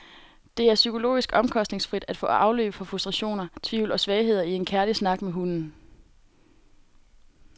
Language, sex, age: Danish, female, 18